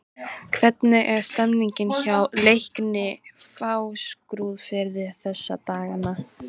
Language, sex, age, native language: Icelandic, female, 13, Icelandic